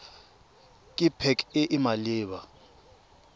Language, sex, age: Tswana, male, 23